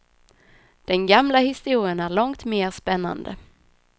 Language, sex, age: Swedish, female, 26